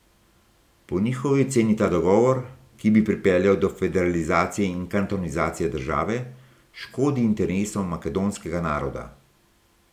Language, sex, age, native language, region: Slovenian, male, 60+, Slovenian, Gorenjska region